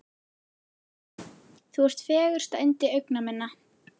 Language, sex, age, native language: Icelandic, female, 11, Icelandic